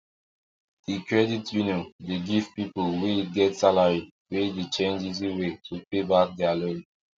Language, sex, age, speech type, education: Nigerian Pidgin, male, 15-29, spontaneous, tertiary